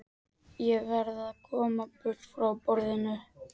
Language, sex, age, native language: Icelandic, male, 13, Icelandic